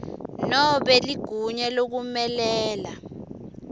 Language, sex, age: Swati, female, 21